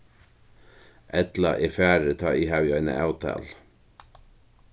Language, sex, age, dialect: Faroese, male, 61+, Norðurstreymoy/Eysturoy